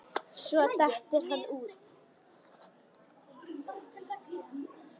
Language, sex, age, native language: Icelandic, other, 10, Icelandic